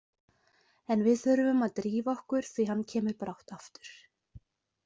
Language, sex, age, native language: Icelandic, female, 20-29, Icelandic